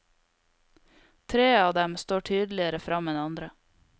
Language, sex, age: Norwegian, female, 22